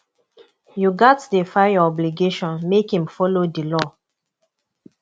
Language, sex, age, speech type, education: Nigerian Pidgin, female, 15-29, spontaneous, tertiary